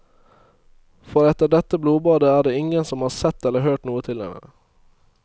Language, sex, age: Norwegian, male, 22